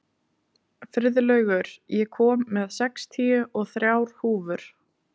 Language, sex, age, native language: Icelandic, female, 20-29, Icelandic